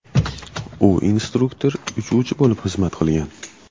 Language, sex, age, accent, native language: Uzbek, male, 25-34, Andijon, Uzbek